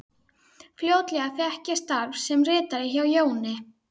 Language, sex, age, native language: Icelandic, female, 12, Icelandic